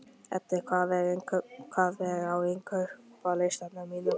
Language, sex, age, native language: Icelandic, male, 12, Icelandic